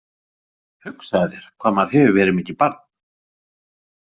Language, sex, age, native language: Icelandic, male, 40-49, Icelandic